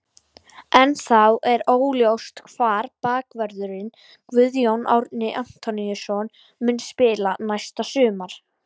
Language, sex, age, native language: Icelandic, female, 60-69, Icelandic